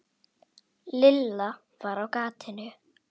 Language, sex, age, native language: Icelandic, female, 8, Icelandic